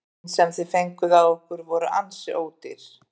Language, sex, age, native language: Icelandic, female, 50-59, Icelandic